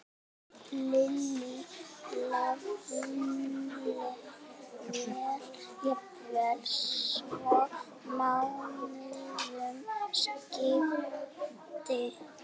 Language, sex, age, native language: Icelandic, female, 6, Icelandic